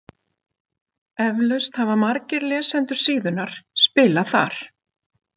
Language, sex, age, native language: Icelandic, female, 50-59, Icelandic